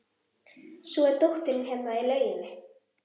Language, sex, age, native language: Icelandic, female, 11, Icelandic